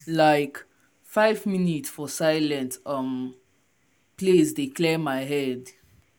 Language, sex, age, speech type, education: Nigerian Pidgin, male, 15-29, spontaneous, tertiary